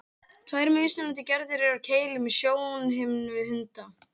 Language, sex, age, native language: Icelandic, female, 18-19, Icelandic